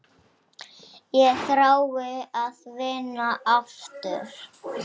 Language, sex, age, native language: Icelandic, female, 7, Icelandic